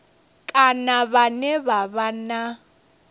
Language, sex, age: Venda, female, 30